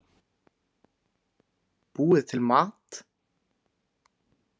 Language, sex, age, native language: Icelandic, male, 20-29, Icelandic